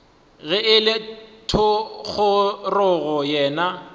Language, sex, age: Northern Sotho, male, 23